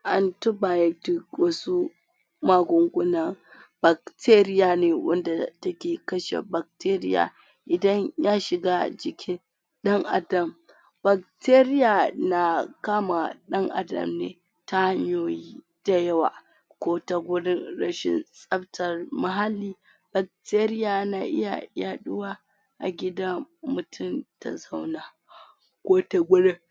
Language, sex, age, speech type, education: Hausa, female, 46-60, spontaneous, tertiary